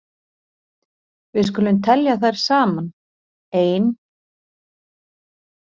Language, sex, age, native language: Icelandic, female, 40-49, Icelandic